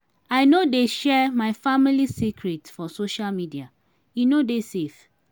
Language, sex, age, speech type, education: Nigerian Pidgin, female, 30-45, spontaneous, tertiary